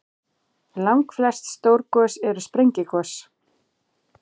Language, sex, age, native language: Icelandic, female, 40-49, Icelandic